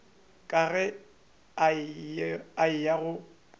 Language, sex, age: Northern Sotho, male, 25